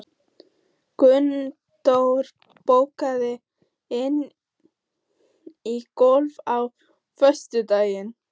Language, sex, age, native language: Icelandic, female, 14, Icelandic